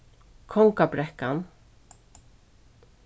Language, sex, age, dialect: Faroese, female, 36-60, Suðuroy